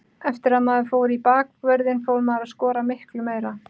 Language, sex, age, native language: Icelandic, female, 30-39, Icelandic